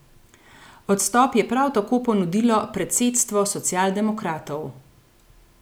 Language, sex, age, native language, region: Slovenian, female, 30-49, Slovenian, Gorenjska region